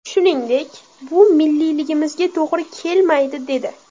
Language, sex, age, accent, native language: Uzbek, female, under 19, Toshkent shahri, Uzbek